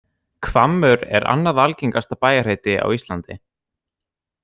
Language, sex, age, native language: Icelandic, other, 18-19, Icelandic